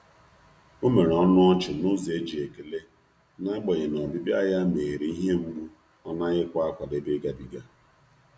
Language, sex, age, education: Igbo, male, 30-45, tertiary